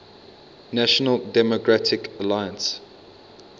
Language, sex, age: English, male, 22